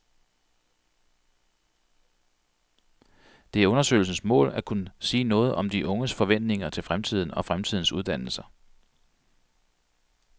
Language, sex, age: Danish, male, 42